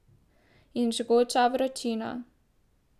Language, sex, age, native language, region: Slovenian, female, 18-29, Slovenian, Drava region